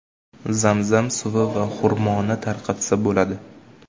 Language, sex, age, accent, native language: Uzbek, male, 18-24, Jizzax, Uzbek